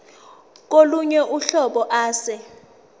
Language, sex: Zulu, female